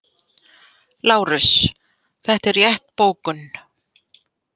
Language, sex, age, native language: Icelandic, female, 50-59, Icelandic